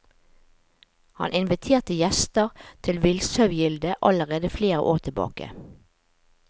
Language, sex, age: Norwegian, female, 45